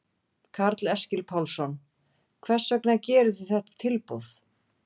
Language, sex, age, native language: Icelandic, female, 40-49, Icelandic